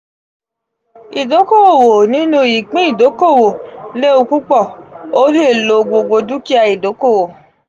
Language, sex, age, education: Yoruba, female, 15-29, tertiary